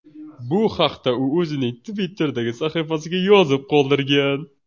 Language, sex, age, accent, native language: Uzbek, male, 18-24, Surxondaryo, Uzbek